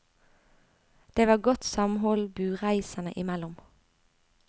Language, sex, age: Norwegian, female, 25